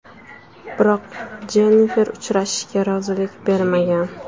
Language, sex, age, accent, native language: Uzbek, female, 19-29, Samarqand, Uzbek